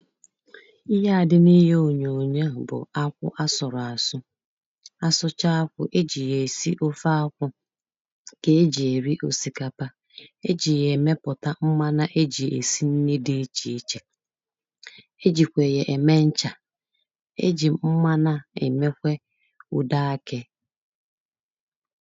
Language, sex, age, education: Igbo, female, 30-45, tertiary